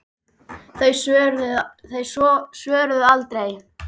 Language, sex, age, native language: Icelandic, male, 10, Icelandic